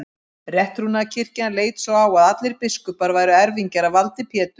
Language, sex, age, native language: Icelandic, female, 50-59, Icelandic